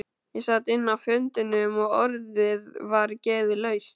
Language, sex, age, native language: Icelandic, male, 12, Icelandic